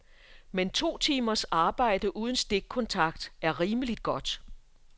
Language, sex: Danish, female